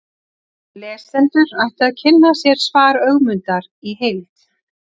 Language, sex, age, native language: Icelandic, female, 40-49, Icelandic